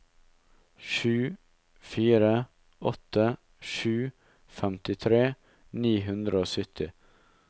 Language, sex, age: Norwegian, male, 19